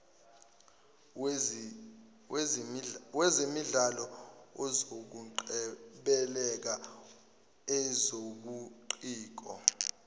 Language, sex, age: Zulu, male, 24